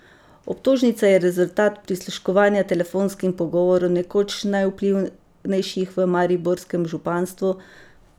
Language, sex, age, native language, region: Slovenian, female, 50-59, Slovenian, Savinja region